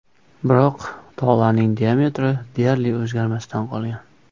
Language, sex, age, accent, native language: Uzbek, male, 25-34, Toshkent viloyati, Uzbek